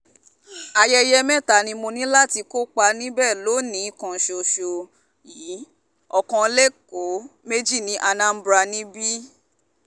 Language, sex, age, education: Yoruba, female, 15-29, tertiary